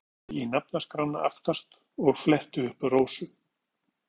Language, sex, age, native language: Icelandic, male, 50-59, Icelandic